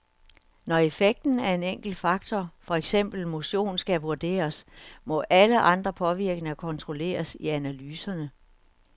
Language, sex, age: Danish, female, 61